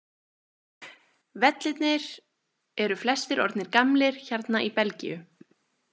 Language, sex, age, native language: Icelandic, female, 20-29, Icelandic